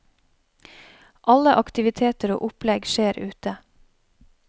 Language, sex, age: Norwegian, female, 31